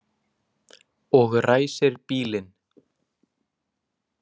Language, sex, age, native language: Icelandic, male, 20-29, Icelandic